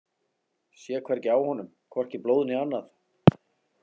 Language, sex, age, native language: Icelandic, male, 40-49, Icelandic